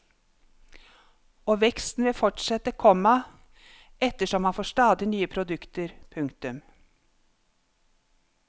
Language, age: Norwegian, 50